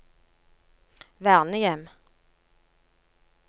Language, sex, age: Norwegian, female, 39